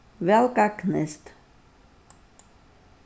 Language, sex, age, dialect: Faroese, female, 61+, Suðurstreymoy